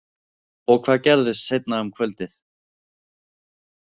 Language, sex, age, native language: Icelandic, male, 18-19, Icelandic